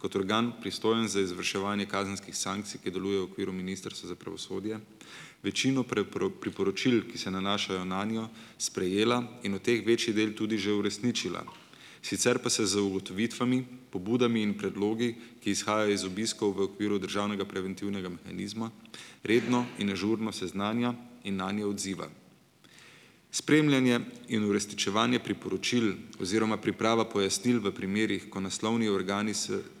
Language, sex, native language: Slovenian, male, Slovenian